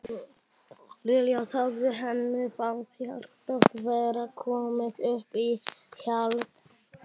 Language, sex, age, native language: Icelandic, male, 12, Icelandic